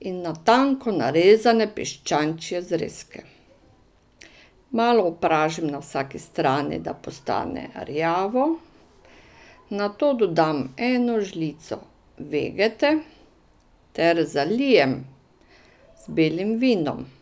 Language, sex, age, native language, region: Slovenian, female, 60+, Slovenian, Drava region